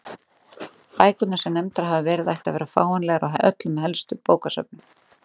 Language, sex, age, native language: Icelandic, female, 40-49, Icelandic